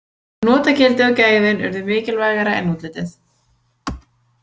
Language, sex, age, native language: Icelandic, female, 20-29, Icelandic